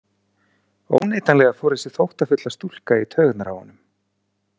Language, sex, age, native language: Icelandic, male, 40-49, Icelandic